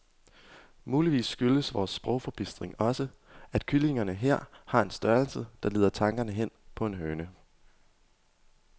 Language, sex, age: Danish, male, 22